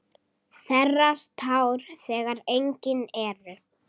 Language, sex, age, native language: Icelandic, female, 8, Icelandic